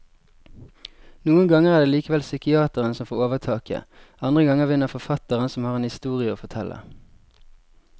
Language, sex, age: Norwegian, male, 20